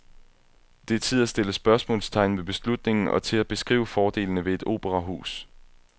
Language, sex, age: Danish, male, 21